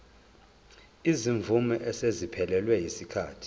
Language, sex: Zulu, male